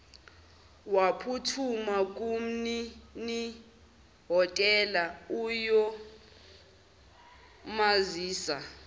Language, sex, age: Zulu, male, 18